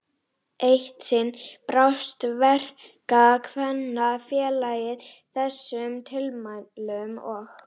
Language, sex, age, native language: Icelandic, female, 12, Icelandic